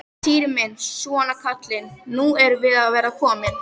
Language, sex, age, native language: Icelandic, female, 13, Icelandic